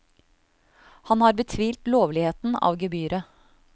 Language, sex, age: Norwegian, female, 35